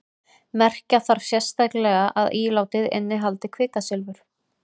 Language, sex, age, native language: Icelandic, female, 30-39, Icelandic